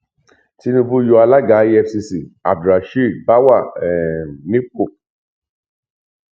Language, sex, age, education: Yoruba, male, 46-60, tertiary